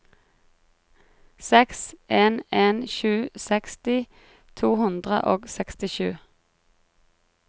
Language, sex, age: Norwegian, female, 33